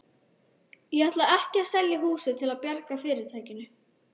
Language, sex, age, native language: Icelandic, female, 12, Icelandic